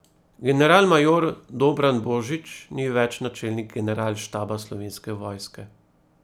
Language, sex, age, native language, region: Slovenian, male, 30-49, Slovenian, Primorsko-notranjska region